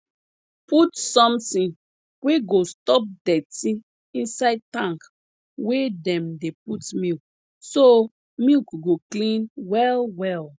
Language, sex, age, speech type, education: Nigerian Pidgin, female, 30-45, spontaneous, tertiary